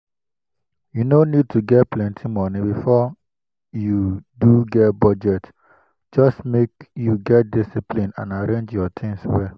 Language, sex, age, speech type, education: Nigerian Pidgin, male, 15-29, spontaneous, tertiary